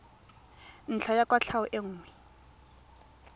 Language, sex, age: Tswana, female, 18